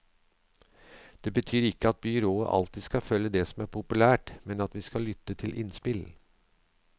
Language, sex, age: Norwegian, male, 63